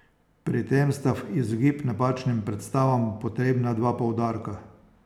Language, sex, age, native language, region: Slovenian, male, 60+, Slovenian, Posavska region